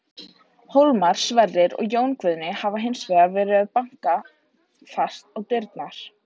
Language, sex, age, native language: Icelandic, female, 18-19, Icelandic